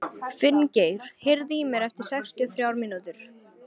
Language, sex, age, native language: Icelandic, female, 13, Icelandic